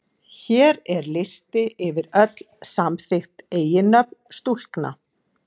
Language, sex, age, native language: Icelandic, female, 40-49, Icelandic